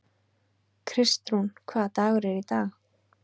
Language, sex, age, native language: Icelandic, female, 20-29, Icelandic